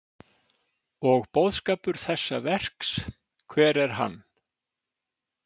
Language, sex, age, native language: Icelandic, male, 60-69, Icelandic